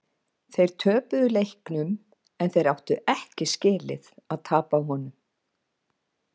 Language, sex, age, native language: Icelandic, female, 50-59, Icelandic